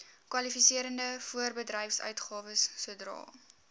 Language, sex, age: Afrikaans, female, 19